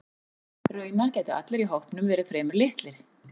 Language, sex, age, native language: Icelandic, female, 40-49, Icelandic